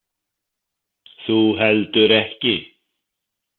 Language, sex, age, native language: Icelandic, male, 50-59, Icelandic